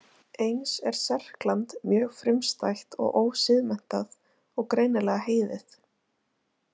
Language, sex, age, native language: Icelandic, female, 20-29, Icelandic